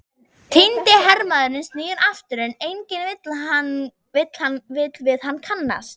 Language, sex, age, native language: Icelandic, female, 11, Icelandic